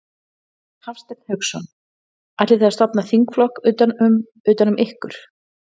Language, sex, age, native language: Icelandic, female, 40-49, Icelandic